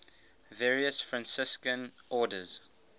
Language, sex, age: English, male, 18